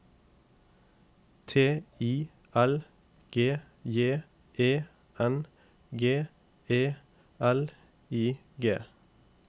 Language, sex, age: Norwegian, male, 28